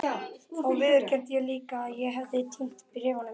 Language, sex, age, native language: Icelandic, male, 12, Icelandic